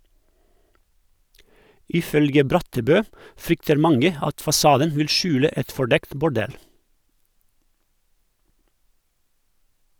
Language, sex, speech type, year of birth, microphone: Norwegian, male, read, 1971, Sennheiser